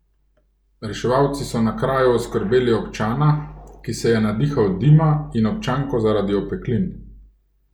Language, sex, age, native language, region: Slovenian, male, 30-49, Slovenian, Gorenjska region